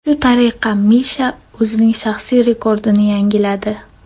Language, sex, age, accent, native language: Uzbek, female, 12-17, Namangan, Uzbek